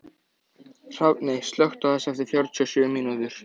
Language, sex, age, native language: Icelandic, male, 14, Icelandic